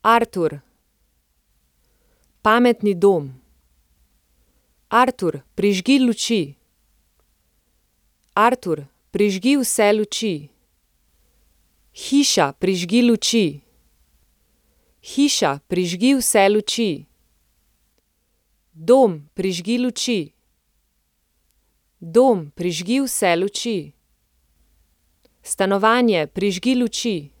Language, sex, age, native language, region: Slovenian, female, 30-49, Slovenian, Central Slovenia